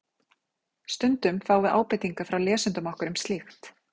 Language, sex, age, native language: Icelandic, female, 40-49, Icelandic